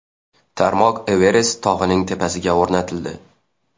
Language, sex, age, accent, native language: Uzbek, male, 19-29, Xorazm, Uzbek